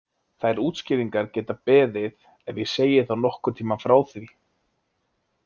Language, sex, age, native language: Icelandic, male, 20-29, Icelandic